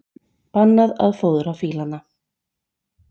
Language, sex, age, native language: Icelandic, female, 40-49, Icelandic